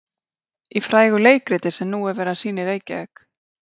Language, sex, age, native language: Icelandic, female, 30-39, Icelandic